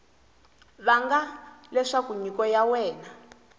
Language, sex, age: Tsonga, female, 20